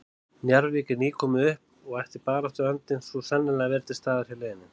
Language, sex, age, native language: Icelandic, male, 30-39, Icelandic